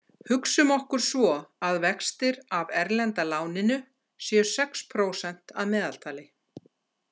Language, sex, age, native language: Icelandic, female, 60-69, Icelandic